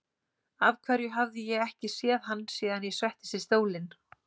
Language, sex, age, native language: Icelandic, female, 40-49, Icelandic